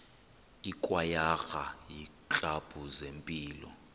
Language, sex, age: Xhosa, male, 23